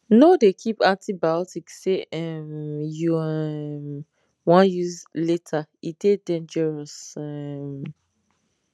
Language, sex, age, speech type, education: Nigerian Pidgin, female, 15-29, spontaneous, tertiary